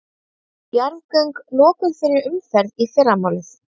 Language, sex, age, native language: Icelandic, female, 30-39, Icelandic